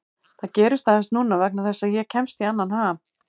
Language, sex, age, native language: Icelandic, female, 50-59, Icelandic